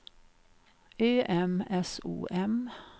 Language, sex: Swedish, female